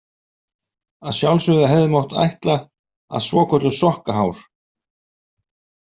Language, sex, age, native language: Icelandic, male, 50-59, Icelandic